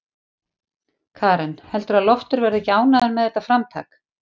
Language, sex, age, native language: Icelandic, female, 40-49, Icelandic